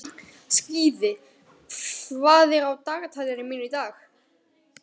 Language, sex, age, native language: Icelandic, male, 12, Icelandic